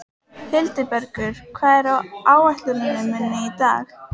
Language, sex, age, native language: Icelandic, female, 18-19, Icelandic